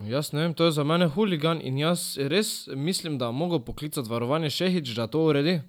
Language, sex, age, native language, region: Slovenian, male, 12-17, Slovenian, Drava region